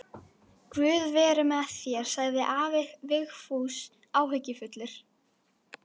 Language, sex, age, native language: Icelandic, female, 12, Icelandic